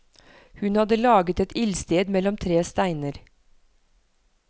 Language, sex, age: Norwegian, female, 43